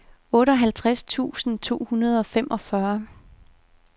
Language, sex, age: Danish, female, 51